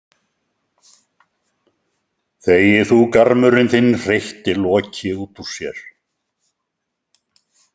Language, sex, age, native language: Icelandic, male, 70-79, Icelandic